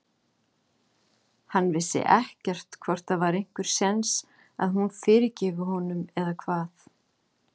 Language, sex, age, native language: Icelandic, female, 40-49, Icelandic